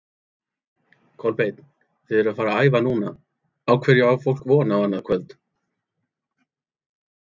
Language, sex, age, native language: Icelandic, male, 30-39, Icelandic